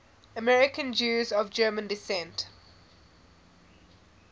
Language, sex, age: English, female, 20